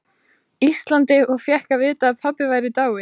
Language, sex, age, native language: Icelandic, female, 14, Icelandic